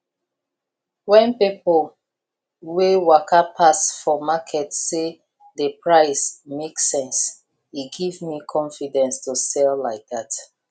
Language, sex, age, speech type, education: Nigerian Pidgin, female, 30-45, spontaneous, tertiary